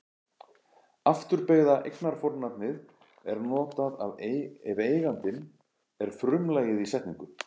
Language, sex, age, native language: Icelandic, male, 40-49, Icelandic